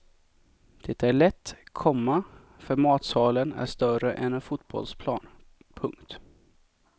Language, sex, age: Swedish, male, 24